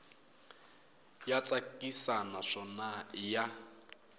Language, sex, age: Tsonga, male, 22